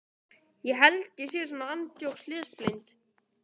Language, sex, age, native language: Icelandic, female, 18-19, Icelandic